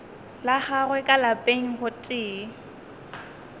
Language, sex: Northern Sotho, female